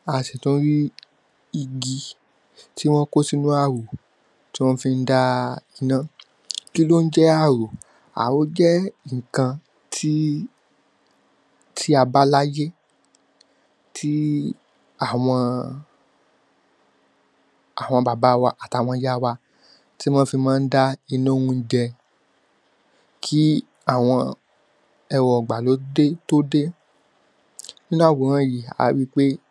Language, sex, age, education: Yoruba, male, 15-29, tertiary